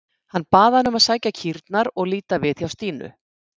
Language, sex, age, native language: Icelandic, female, 50-59, Icelandic